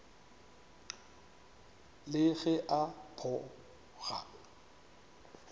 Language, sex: Northern Sotho, male